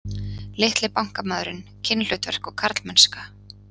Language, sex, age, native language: Icelandic, female, 30-39, Icelandic